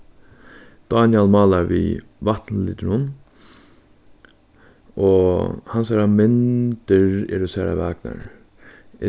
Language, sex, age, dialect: Faroese, male, 15-35, Suðurstreymoy